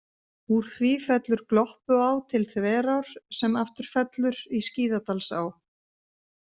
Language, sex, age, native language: Icelandic, female, 50-59, Icelandic